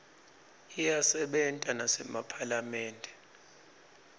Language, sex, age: Swati, male, 26